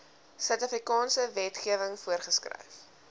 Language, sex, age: Afrikaans, female, 19